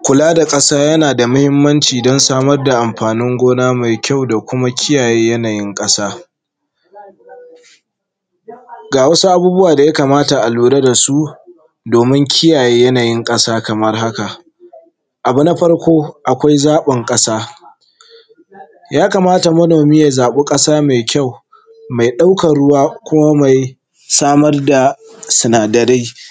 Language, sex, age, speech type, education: Hausa, male, 15-29, spontaneous, tertiary